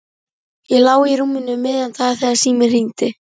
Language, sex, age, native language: Icelandic, female, 11, Icelandic